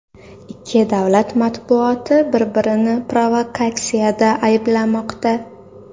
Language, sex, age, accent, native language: Uzbek, female, under 19, Toshkent shahri, Uzbek